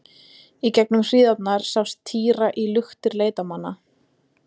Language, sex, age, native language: Icelandic, female, 20-29, Icelandic